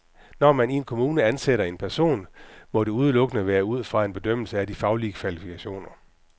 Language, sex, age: Danish, male, 44